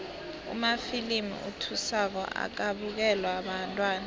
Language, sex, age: South Ndebele, female, 18